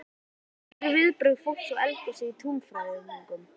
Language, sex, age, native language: Icelandic, male, 11, Icelandic